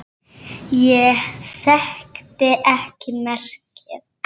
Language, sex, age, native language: Icelandic, female, 7, Icelandic